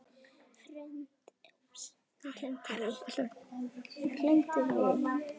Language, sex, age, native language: Icelandic, male, 9, Icelandic